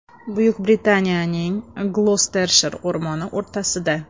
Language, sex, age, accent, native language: Uzbek, female, 25-34, Toshkent shahri, Uzbek